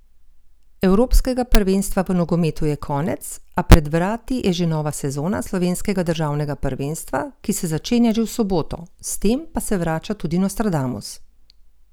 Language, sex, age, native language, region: Slovenian, female, 50-59, Slovenian, Gorenjska region